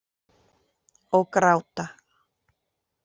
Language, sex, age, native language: Icelandic, female, 40-49, Icelandic